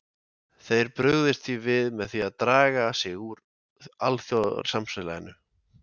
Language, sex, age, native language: Icelandic, male, 20-29, Icelandic